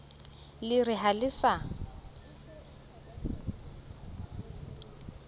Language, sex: Southern Sotho, female